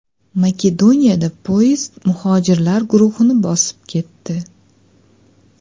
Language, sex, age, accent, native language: Uzbek, female, 25-34, Andijon, Uzbek